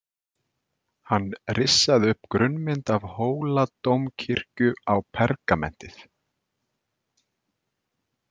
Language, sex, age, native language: Icelandic, male, 40-49, Icelandic